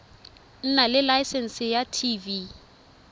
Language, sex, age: Tswana, female, 23